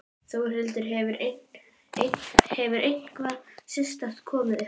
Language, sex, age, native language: Icelandic, female, 12, Icelandic